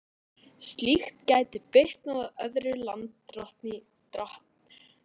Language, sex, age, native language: Icelandic, female, 12, Icelandic